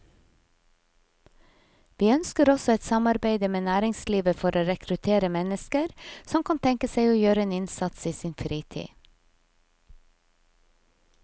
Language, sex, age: Norwegian, female, 50